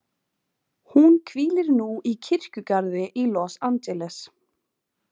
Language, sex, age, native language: Icelandic, female, 20-29, Icelandic